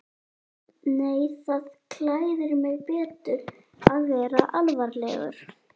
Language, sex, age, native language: Icelandic, female, 11, Icelandic